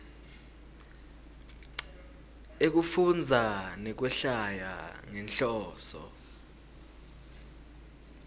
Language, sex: Swati, male